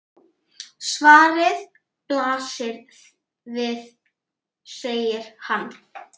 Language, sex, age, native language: Icelandic, male, 9, Icelandic